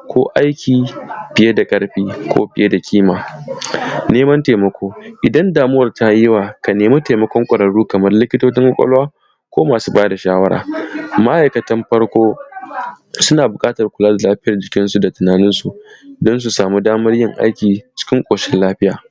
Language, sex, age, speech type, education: Hausa, male, 15-29, spontaneous, tertiary